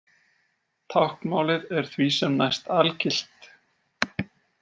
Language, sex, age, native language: Icelandic, male, 40-49, Icelandic